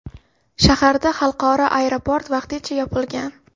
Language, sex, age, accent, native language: Uzbek, female, 18-24, Xorazm, Uzbek